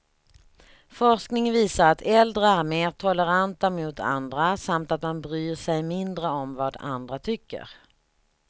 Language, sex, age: Swedish, female, 38